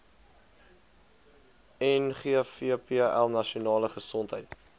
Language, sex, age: Afrikaans, male, 20